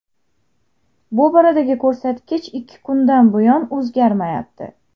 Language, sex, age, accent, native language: Uzbek, female, 19-29, Jizzax, Uzbek